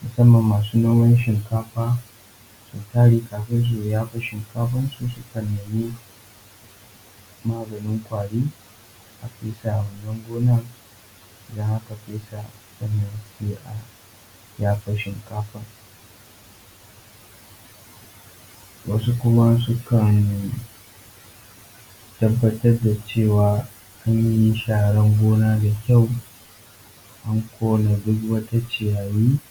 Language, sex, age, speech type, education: Hausa, male, 15-29, spontaneous, tertiary